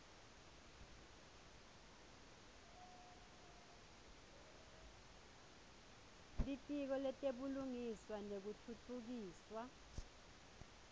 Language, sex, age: Swati, female, 21